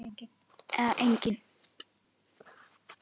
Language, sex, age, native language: Icelandic, male, 10, Icelandic